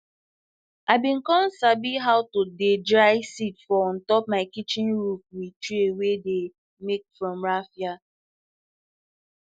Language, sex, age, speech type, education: Nigerian Pidgin, female, 15-29, spontaneous, tertiary